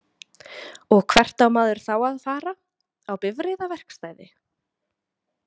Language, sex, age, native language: Icelandic, female, 20-29, Icelandic